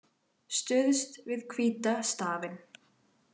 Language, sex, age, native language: Icelandic, female, 18-19, Icelandic